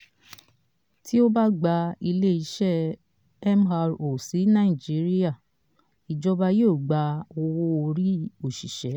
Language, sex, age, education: Yoruba, female, 30-45, tertiary